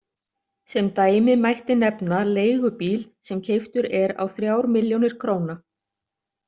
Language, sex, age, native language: Icelandic, other, 30-39, Icelandic